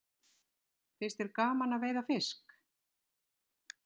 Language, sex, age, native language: Icelandic, female, 60-69, Icelandic